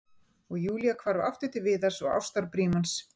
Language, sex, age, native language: Icelandic, female, 50-59, Icelandic